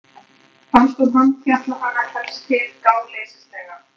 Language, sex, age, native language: Icelandic, male, 12, Icelandic